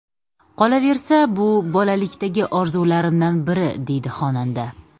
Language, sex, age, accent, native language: Uzbek, female, 30-39, Samarqand, Uzbek